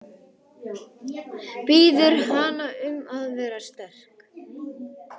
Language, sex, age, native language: Icelandic, male, 18-19, Icelandic